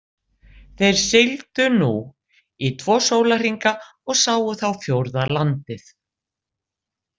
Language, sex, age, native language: Icelandic, female, 60-69, Icelandic